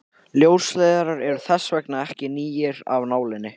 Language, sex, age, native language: Icelandic, male, 18-19, Icelandic